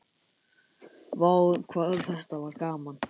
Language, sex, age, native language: Icelandic, male, 10, Icelandic